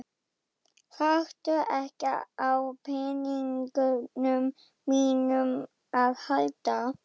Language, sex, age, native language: Icelandic, female, 11, German